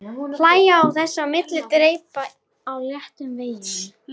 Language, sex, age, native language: Icelandic, female, 13, Icelandic